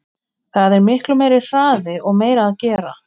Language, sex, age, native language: Icelandic, female, 20-29, Icelandic